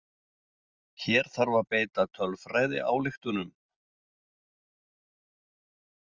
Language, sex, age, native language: Icelandic, male, 60-69, Icelandic